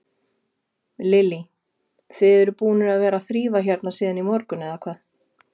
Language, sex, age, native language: Icelandic, female, 40-49, Icelandic